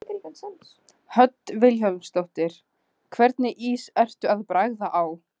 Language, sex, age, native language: Icelandic, female, 15, Icelandic